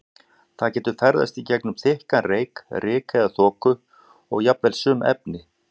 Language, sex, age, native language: Icelandic, male, 40-49, Icelandic